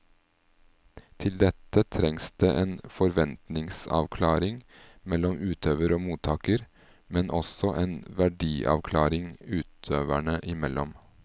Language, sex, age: Norwegian, male, 38